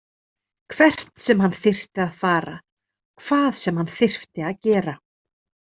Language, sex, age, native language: Icelandic, female, 30-39, Icelandic